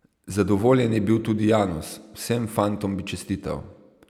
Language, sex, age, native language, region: Slovenian, male, 30-49, Slovenian, Savinja region